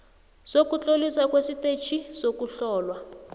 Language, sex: South Ndebele, female